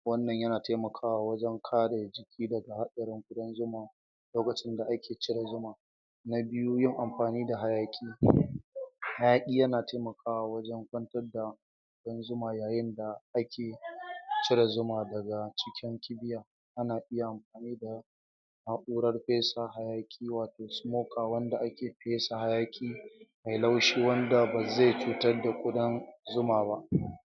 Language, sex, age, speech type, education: Hausa, male, 46-60, spontaneous, tertiary